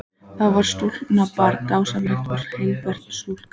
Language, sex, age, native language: Icelandic, female, 14, Icelandic